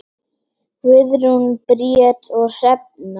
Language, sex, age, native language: Icelandic, male, 8, Icelandic